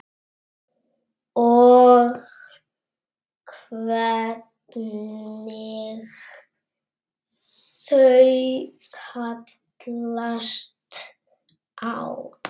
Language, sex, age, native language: Icelandic, female, 6, Icelandic